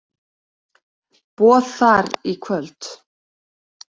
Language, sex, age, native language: Icelandic, female, 30-39, Icelandic